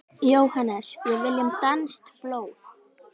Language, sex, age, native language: Icelandic, female, 18-19, Icelandic